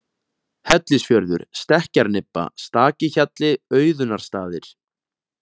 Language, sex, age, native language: Icelandic, male, 20-29, Icelandic